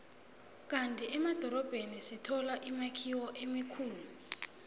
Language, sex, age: South Ndebele, female, 22